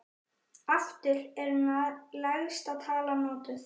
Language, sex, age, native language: Icelandic, male, 9, Icelandic